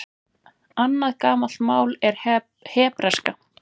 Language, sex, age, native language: Icelandic, male, 20-29, Icelandic